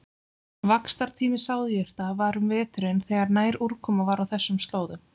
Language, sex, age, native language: Icelandic, female, 20-29, Icelandic